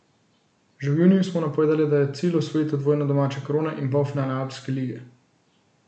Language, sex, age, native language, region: Slovenian, male, 18-29, Slovenian, Central Slovenia